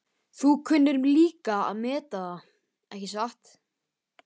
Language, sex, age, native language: Icelandic, male, 12, Icelandic